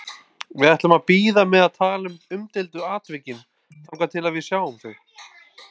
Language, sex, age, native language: Icelandic, male, 20-29, Icelandic